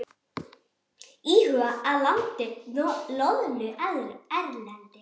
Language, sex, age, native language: Icelandic, female, 40-49, Icelandic